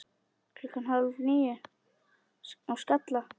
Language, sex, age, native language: Icelandic, female, 10, Icelandic